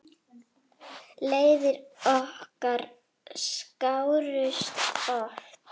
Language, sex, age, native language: Icelandic, female, 8, Icelandic